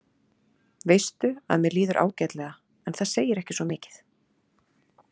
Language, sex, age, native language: Icelandic, female, 30-39, Icelandic